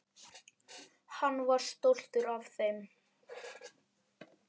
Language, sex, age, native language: Icelandic, male, 10, Icelandic